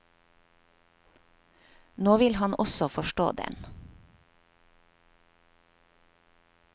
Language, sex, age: Norwegian, female, 50